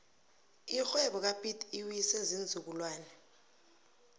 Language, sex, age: South Ndebele, female, 22